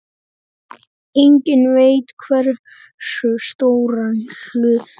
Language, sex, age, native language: Icelandic, male, 8, Icelandic